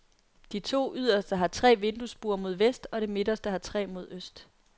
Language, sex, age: Danish, female, 22